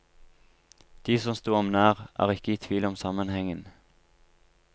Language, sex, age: Norwegian, male, 23